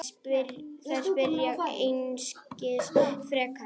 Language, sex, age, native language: Icelandic, female, 8, Icelandic